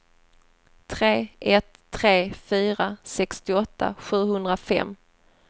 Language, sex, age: Swedish, female, 30